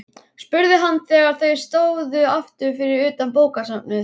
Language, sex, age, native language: Icelandic, male, 11, Icelandic